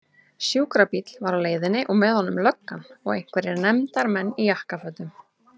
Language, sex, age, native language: Icelandic, female, 30-39, Icelandic